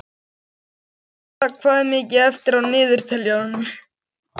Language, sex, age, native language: Icelandic, female, 40-49, Icelandic